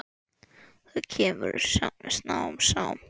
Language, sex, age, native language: Icelandic, male, 10, Icelandic